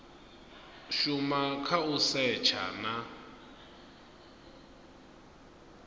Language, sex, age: Venda, male, 22